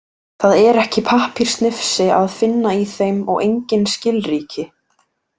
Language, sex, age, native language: Icelandic, female, 18-19, Icelandic